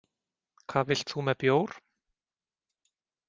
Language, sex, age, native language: Icelandic, male, 40-49, Icelandic